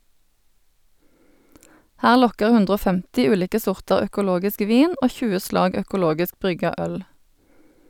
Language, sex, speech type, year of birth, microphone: Norwegian, female, read, 1972, Sennheiser